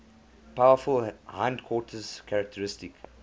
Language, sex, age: English, male, 24